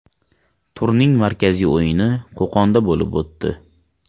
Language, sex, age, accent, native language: Uzbek, male, 18-24, Farg'ona, Uzbek